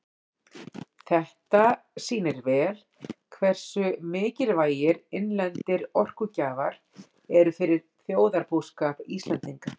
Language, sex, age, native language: Icelandic, female, 40-49, Icelandic